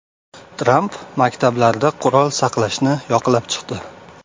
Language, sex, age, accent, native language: Uzbek, male, 18-24, Farg'ona, Uzbek